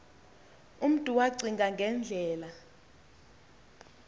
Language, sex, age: Xhosa, female, 20